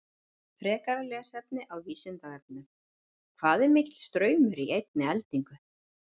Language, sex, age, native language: Icelandic, female, 40-49, Icelandic